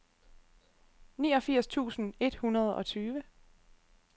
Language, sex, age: Danish, female, 25